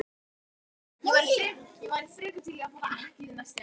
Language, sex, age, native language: Icelandic, female, 10, Icelandic